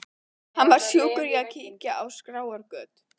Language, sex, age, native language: Icelandic, female, 12, Icelandic